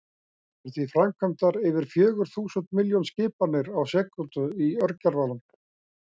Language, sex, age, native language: Icelandic, male, 60-69, Icelandic